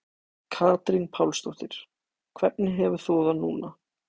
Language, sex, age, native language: Icelandic, male, 18-19, Icelandic